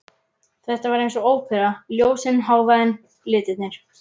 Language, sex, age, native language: Icelandic, male, 11, Icelandic